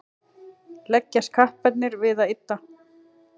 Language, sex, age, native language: Icelandic, female, 40-49, Icelandic